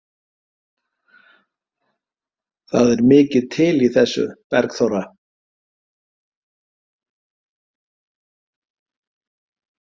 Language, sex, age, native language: Icelandic, male, 50-59, Icelandic